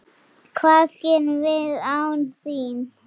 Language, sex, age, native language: Icelandic, female, 6, Icelandic